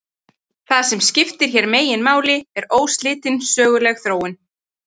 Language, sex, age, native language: Icelandic, female, 30-39, Icelandic